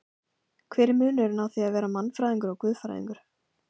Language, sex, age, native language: Icelandic, female, 15, Icelandic